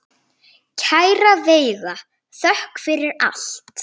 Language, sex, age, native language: Icelandic, female, 9, Icelandic